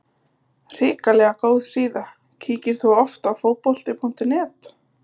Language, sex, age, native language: Icelandic, female, 20-29, Icelandic